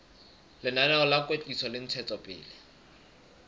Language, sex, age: Southern Sotho, male, 23